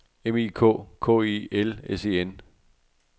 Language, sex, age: Danish, male, 48